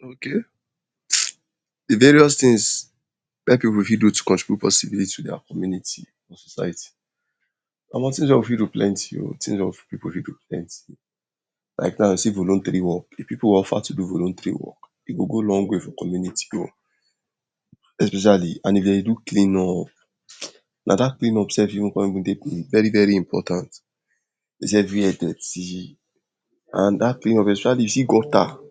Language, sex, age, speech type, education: Nigerian Pidgin, male, 46-60, spontaneous, tertiary